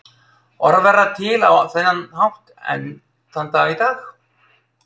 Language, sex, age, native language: Icelandic, male, 30-39, Icelandic